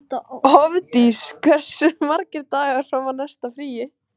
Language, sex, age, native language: Icelandic, female, 14, Icelandic